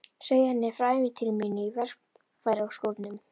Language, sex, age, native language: Icelandic, female, 11, Icelandic